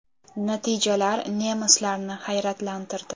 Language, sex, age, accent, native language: Uzbek, female, under 19, Toshkent shahri, Uzbek